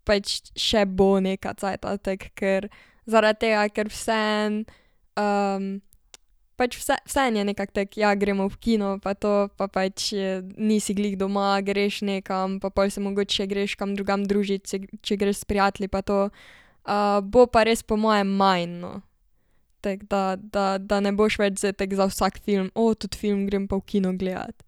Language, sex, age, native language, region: Slovenian, female, 12-17, Slovenian, Savinja region